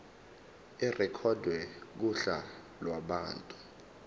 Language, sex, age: Zulu, male, 18